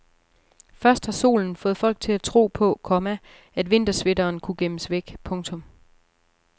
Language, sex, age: Danish, female, 34